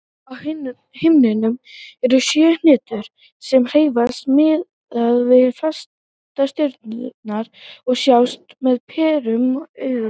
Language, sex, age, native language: Icelandic, female, 18-19, Icelandic